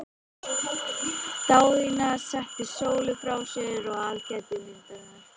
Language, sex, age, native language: Icelandic, female, 13, Icelandic